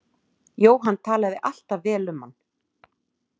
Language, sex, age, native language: Icelandic, female, 40-49, Icelandic